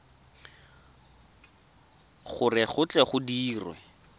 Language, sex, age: Tswana, male, 22